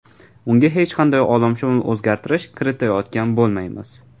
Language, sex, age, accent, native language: Uzbek, male, 18-24, Toshkent viloyati, Uzbek